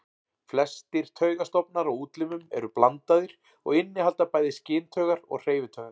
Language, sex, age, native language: Icelandic, male, 40-49, Icelandic